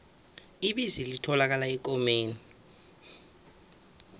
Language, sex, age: South Ndebele, male, 24